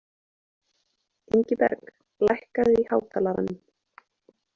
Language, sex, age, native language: Icelandic, female, 20-29, Icelandic